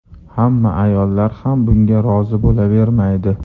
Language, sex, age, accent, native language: Uzbek, male, 35+, Farg'ona, Uzbek